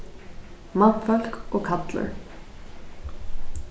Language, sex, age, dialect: Faroese, female, 15-35, Vágar